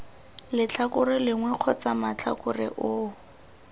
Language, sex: Tswana, female